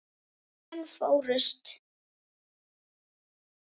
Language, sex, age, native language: Icelandic, female, 10, Icelandic